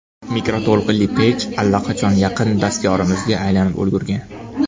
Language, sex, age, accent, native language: Uzbek, male, under 19, Toshkent shahri, Uzbek